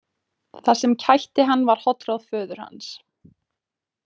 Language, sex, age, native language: Icelandic, female, 20-29, Icelandic